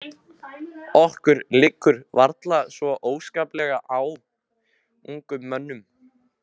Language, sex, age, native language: Icelandic, male, 15, Icelandic